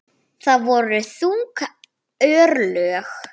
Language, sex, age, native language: Icelandic, female, 9, Icelandic